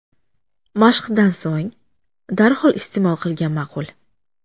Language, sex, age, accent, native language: Uzbek, female, 25-34, Jizzax, Uzbek